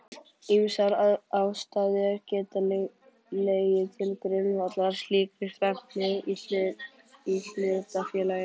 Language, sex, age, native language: Icelandic, male, 11, Icelandic